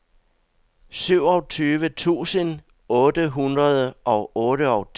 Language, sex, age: Danish, male, 62